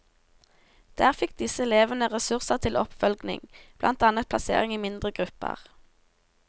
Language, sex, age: Norwegian, female, 17